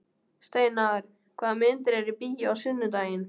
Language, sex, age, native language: Icelandic, male, 12, Icelandic